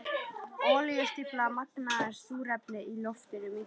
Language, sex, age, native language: Icelandic, female, 13, Icelandic